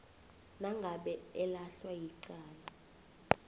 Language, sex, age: South Ndebele, female, 20